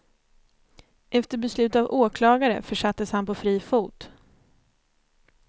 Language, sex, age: Swedish, female, 29